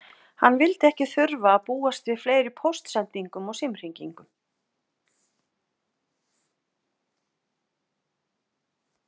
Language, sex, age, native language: Icelandic, female, 50-59, Icelandic